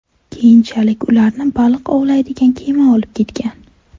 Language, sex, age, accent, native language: Uzbek, female, 12-17, Navoiy, Uzbek